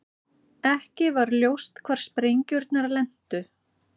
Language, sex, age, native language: Icelandic, female, 30-39, Icelandic